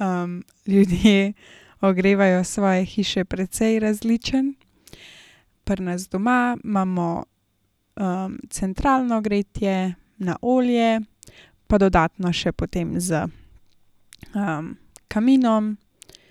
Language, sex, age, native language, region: Slovenian, female, 18-29, Slovenian, Gorenjska region